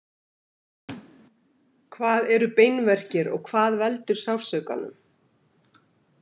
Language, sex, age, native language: Icelandic, female, 50-59, Icelandic